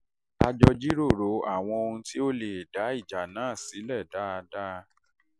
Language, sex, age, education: Yoruba, male, 30-45, tertiary